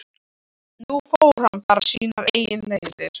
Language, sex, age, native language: Icelandic, other, 13, Icelandic